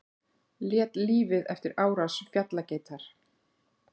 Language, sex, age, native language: Icelandic, female, 40-49, Icelandic